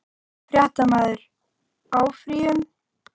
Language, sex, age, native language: Icelandic, female, 40-49, Icelandic